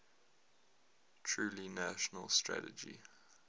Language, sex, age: English, male, 22